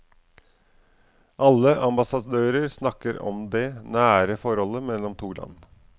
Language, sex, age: Norwegian, male, 44